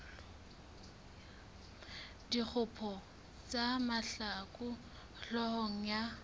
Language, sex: Southern Sotho, female